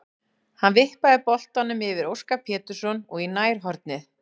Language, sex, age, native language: Icelandic, female, 40-49, Icelandic